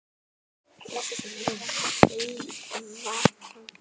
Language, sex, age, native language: Icelandic, female, 9, Icelandic